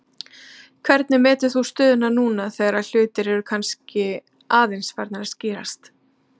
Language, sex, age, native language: Icelandic, female, 30-39, Icelandic